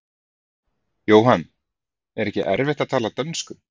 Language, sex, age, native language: Icelandic, male, 30-39, Icelandic